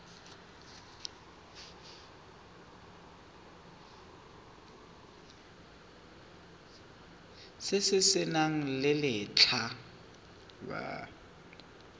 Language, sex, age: Tswana, male, 23